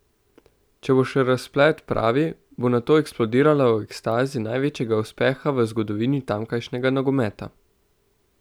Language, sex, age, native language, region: Slovenian, male, 18-29, Slovenian, Central Slovenia